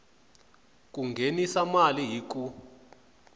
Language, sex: Tsonga, male